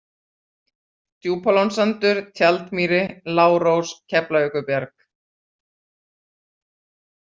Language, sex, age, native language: Icelandic, female, 40-49, Icelandic